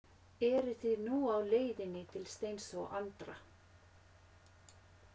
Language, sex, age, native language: Icelandic, female, 50-59, Finnish